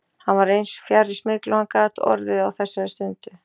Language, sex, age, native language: Icelandic, female, 40-49, Icelandic